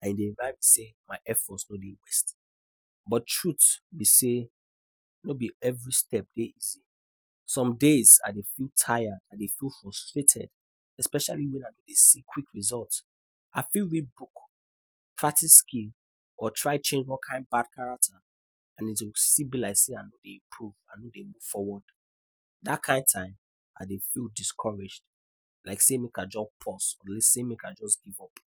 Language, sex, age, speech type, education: Nigerian Pidgin, male, 15-29, spontaneous, tertiary